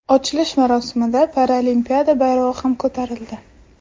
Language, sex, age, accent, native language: Uzbek, female, 18-24, Toshkent viloyati, Uzbek